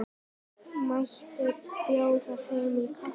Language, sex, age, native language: Icelandic, female, 9, Icelandic